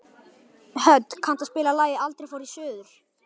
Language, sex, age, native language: Icelandic, male, 11, Icelandic